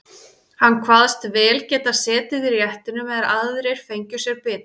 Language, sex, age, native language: Icelandic, female, 30-39, Icelandic